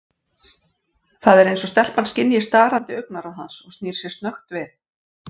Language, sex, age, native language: Icelandic, female, 40-49, Icelandic